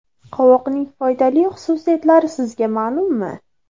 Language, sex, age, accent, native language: Uzbek, female, under 19, Andijon, Uzbek